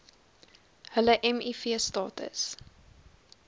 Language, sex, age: Afrikaans, female, 20